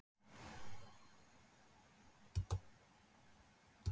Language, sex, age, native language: Icelandic, female, 50-59, Icelandic